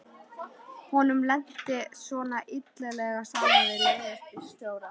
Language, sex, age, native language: Icelandic, female, 13, Icelandic